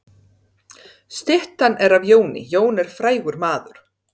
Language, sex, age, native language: Icelandic, female, 30-39, Serbo-Croatian